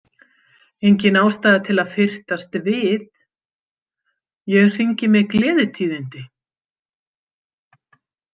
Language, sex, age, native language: Icelandic, female, 50-59, Icelandic